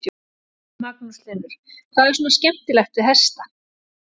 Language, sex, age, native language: Icelandic, female, 40-49, Icelandic